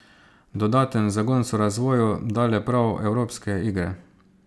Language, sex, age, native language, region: Slovenian, male, 30-49, Slovenian, Savinja region